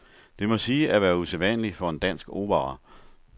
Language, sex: Danish, male